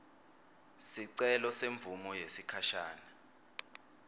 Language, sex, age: Swati, male, 23